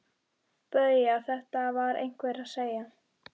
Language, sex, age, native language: Icelandic, female, 12, Icelandic